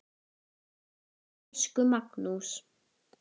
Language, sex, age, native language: Icelandic, female, 10, Icelandic